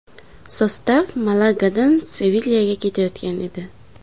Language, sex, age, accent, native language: Uzbek, female, under 19, Samarqand, Uzbek